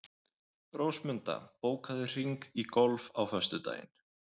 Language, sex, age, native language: Icelandic, male, 20-29, Icelandic